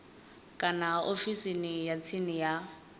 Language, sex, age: Venda, female, 20